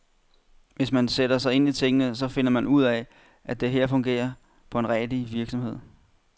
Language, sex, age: Danish, male, 31